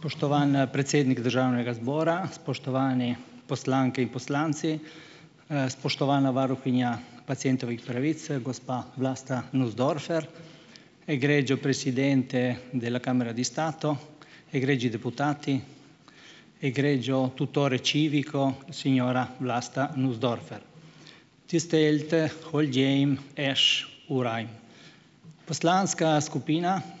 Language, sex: Slovenian, male